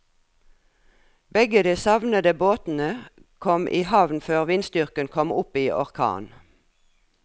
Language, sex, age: Norwegian, female, 57